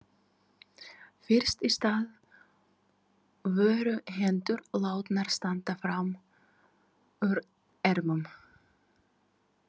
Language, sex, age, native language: Icelandic, female, 30-39, Ukrainian